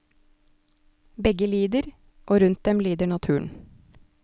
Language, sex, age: Norwegian, female, 29